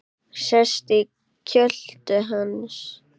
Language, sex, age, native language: Icelandic, male, 8, Icelandic